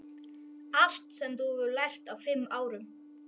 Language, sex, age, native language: Icelandic, male, 12, Icelandic